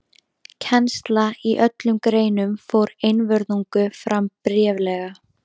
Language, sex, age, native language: Icelandic, female, 13, Icelandic